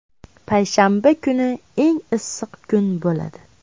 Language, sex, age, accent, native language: Uzbek, female, 18-24, Namangan, Uzbek